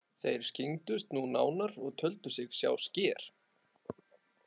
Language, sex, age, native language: Icelandic, male, 20-29, Icelandic